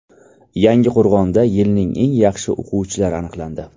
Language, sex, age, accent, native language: Uzbek, male, 18-24, Toshkent shahri, Uzbek